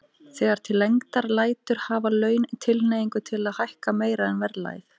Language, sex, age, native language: Icelandic, female, 18-19, Icelandic